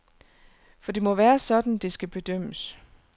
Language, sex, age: Danish, female, 29